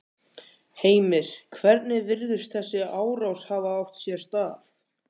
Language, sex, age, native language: Icelandic, male, 14, Icelandic